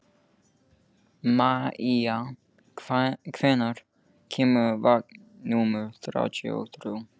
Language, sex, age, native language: Icelandic, male, 15, English